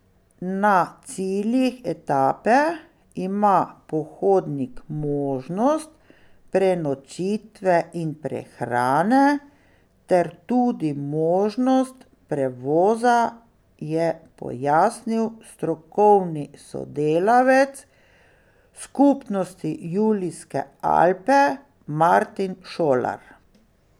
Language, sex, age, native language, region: Slovenian, female, 60+, Slovenian, Pomurje region